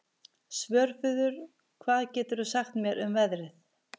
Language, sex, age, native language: Icelandic, female, 50-59, Icelandic